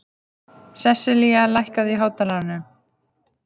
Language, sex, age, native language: Icelandic, female, 30-39, Icelandic